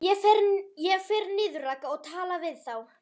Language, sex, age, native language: Icelandic, female, 11, Icelandic